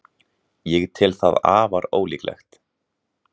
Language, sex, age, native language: Icelandic, male, 18-19, Icelandic